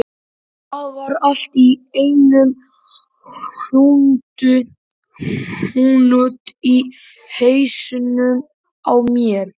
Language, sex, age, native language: Icelandic, male, 11, Icelandic